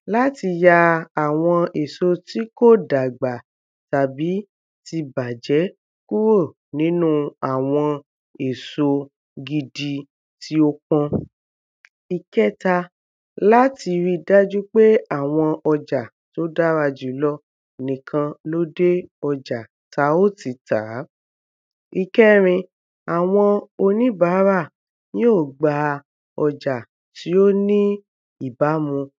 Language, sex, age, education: Yoruba, female, 15-29, tertiary